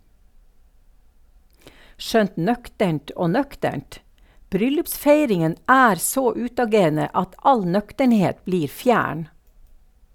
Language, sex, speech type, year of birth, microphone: Norwegian, female, read, 1952, Sennheiser